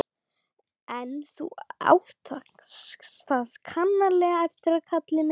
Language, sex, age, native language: Icelandic, other, 12, Icelandic